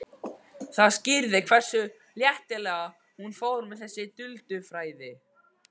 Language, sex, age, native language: Icelandic, male, 12, Icelandic